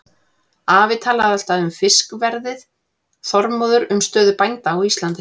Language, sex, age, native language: Icelandic, female, 40-49, Icelandic